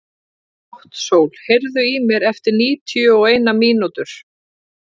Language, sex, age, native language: Icelandic, female, 30-39, Icelandic